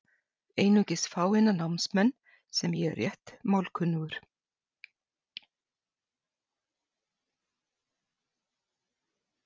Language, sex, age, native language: Icelandic, female, 60-69, Icelandic